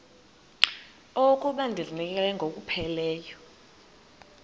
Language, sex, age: Xhosa, female, 23